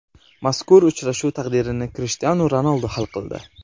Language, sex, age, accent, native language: Uzbek, male, 18-24, Qashqadaryo, Uzbek